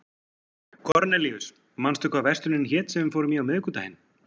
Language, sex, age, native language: Icelandic, male, 40-49, Icelandic